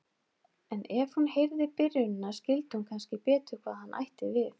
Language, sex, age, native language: Icelandic, female, 30-39, Icelandic